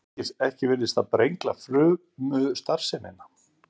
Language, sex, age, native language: Icelandic, male, 50-59, Icelandic